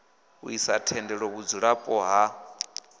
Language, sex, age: Venda, male, 26